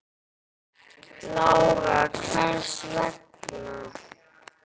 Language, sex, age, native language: Icelandic, male, 10, Icelandic